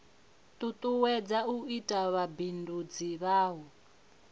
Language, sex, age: Venda, female, 21